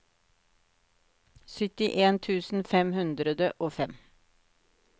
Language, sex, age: Norwegian, female, 48